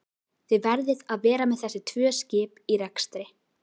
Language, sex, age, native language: Icelandic, female, 12, Icelandic